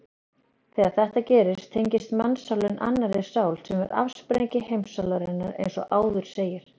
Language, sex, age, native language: Icelandic, female, 30-39, Icelandic